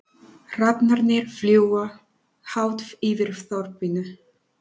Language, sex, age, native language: Icelandic, female, 40-49, Spanish